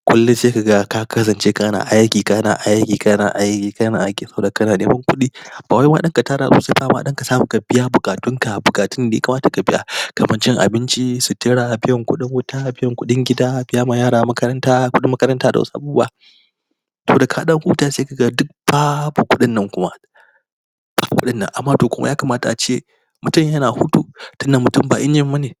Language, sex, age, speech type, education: Hausa, male, 30-45, spontaneous, primary